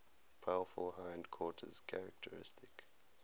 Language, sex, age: English, male, 19